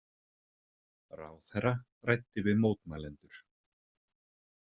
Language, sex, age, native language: Icelandic, male, 30-39, Icelandic